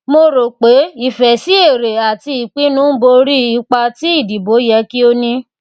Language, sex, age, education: Yoruba, female, 15-29, tertiary